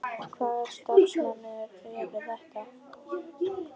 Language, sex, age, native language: Icelandic, female, 11, Icelandic